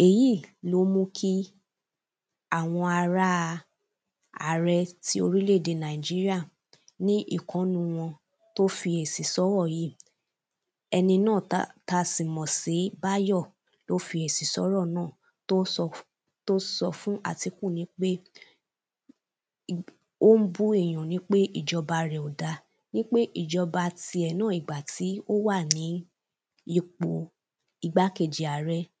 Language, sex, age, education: Yoruba, female, 15-29, primary